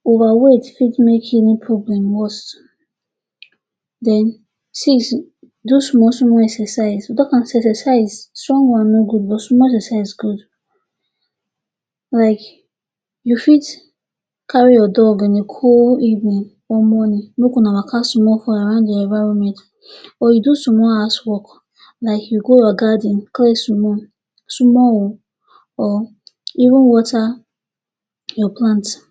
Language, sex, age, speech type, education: Nigerian Pidgin, female, 46-60, spontaneous, tertiary